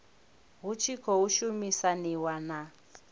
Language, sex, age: Venda, female, 21